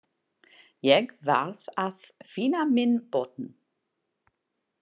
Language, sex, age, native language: Icelandic, female, 40-49, English